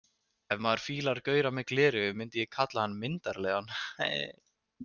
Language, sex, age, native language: Icelandic, male, 20-29, Icelandic